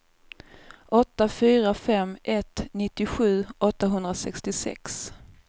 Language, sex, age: Swedish, female, 24